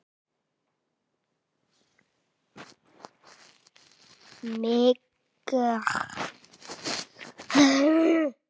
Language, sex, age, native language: Icelandic, female, 6, Icelandic